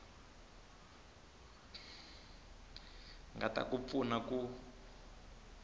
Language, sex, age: Tsonga, male, 20